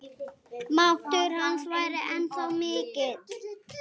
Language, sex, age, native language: Icelandic, female, 8, Icelandic